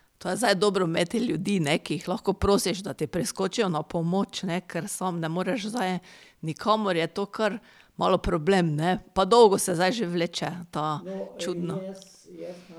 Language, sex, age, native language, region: Slovenian, female, 30-49, Slovenian, Pomurje region